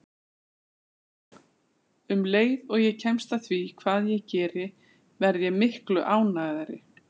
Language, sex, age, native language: Icelandic, female, 40-49, Icelandic